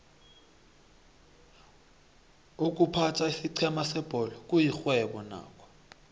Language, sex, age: South Ndebele, male, 21